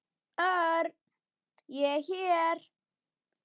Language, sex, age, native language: Icelandic, female, 10, Icelandic